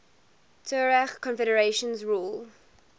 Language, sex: English, female